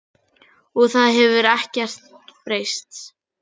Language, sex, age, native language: Icelandic, female, 9, Icelandic